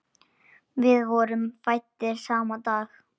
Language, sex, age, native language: Icelandic, male, 10, Icelandic